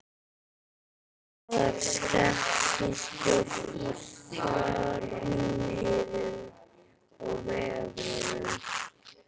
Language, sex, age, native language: Icelandic, male, 13, Icelandic